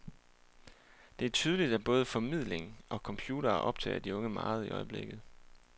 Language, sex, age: Danish, male, 28